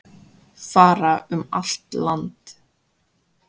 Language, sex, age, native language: Icelandic, female, 20-29, Icelandic